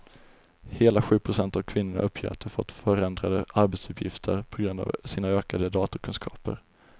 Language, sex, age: Swedish, male, 20